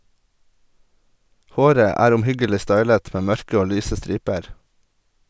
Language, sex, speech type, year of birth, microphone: Norwegian, male, read, 1989, Sennheiser